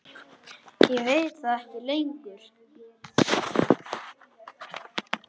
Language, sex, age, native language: Icelandic, male, 10, Icelandic